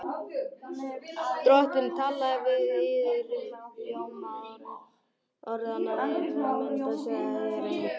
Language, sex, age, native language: Icelandic, other, 18-19, Icelandic